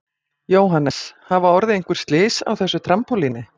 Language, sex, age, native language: Icelandic, female, 40-49, Icelandic